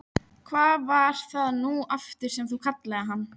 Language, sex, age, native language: Icelandic, female, 12, Icelandic